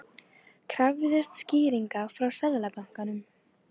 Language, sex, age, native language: Icelandic, female, 18-19, Icelandic